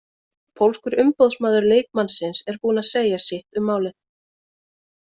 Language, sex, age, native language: Icelandic, female, 20-29, Icelandic